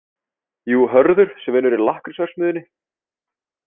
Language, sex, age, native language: Icelandic, male, 30-39, Icelandic